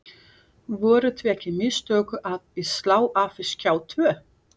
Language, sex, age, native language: Icelandic, female, 40-49, Portuguese